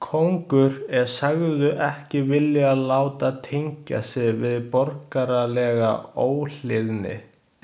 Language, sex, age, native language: Icelandic, male, 20-29, Chinese